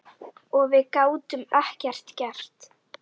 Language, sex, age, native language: Icelandic, female, 10, Icelandic